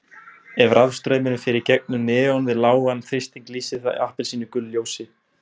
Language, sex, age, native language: Icelandic, male, 20-29, Icelandic